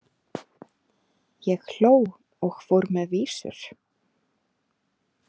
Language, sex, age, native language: Icelandic, female, 30-39, Icelandic